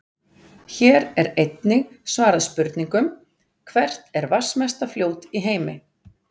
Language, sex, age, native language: Icelandic, female, 40-49, Icelandic